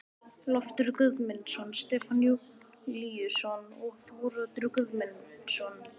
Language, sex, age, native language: Icelandic, male, 12, Icelandic